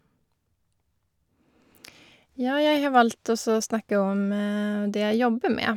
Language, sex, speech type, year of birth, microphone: Norwegian, female, spontaneous, 1985, Shure